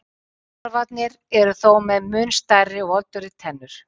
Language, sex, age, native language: Icelandic, female, 50-59, Icelandic